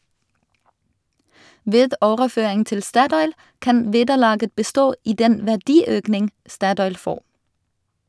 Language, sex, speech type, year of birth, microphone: Norwegian, female, read, 1985, Shure